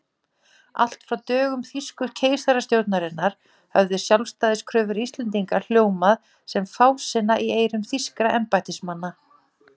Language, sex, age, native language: Icelandic, female, 40-49, Icelandic